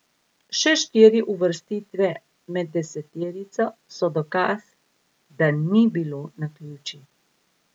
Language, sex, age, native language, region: Slovenian, female, 50-59, Slovenian, Gorica region